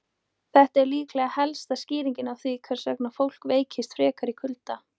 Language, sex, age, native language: Icelandic, female, 18-19, Icelandic